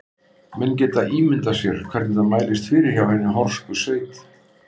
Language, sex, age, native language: Icelandic, male, 50-59, Icelandic